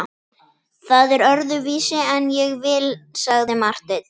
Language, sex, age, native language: Icelandic, female, 10, Icelandic